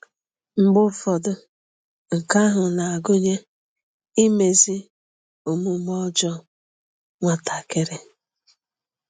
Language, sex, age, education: Igbo, female, 30-45, tertiary